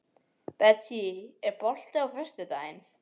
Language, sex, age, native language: Icelandic, male, 11, English